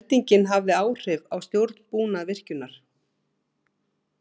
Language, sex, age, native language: Icelandic, female, 50-59, Icelandic